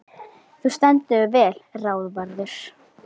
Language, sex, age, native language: Icelandic, female, 11, Icelandic